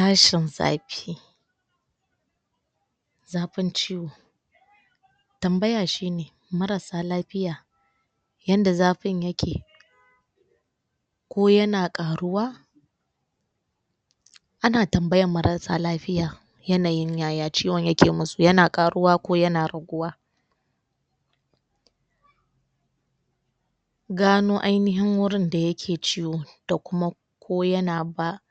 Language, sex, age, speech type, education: Hausa, female, 60+, spontaneous, tertiary